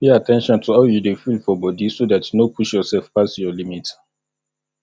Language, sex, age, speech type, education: Nigerian Pidgin, male, 30-45, spontaneous, tertiary